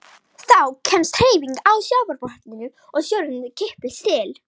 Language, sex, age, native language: Icelandic, female, 18-19, Icelandic